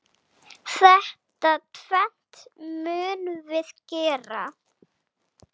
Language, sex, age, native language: Icelandic, female, 8, Icelandic